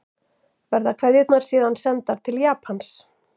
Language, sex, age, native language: Icelandic, female, 40-49, Icelandic